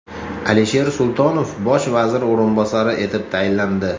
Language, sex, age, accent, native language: Uzbek, male, 35+, Toshkent shahri, Uzbek